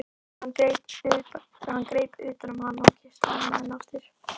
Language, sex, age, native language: Icelandic, female, 12, Icelandic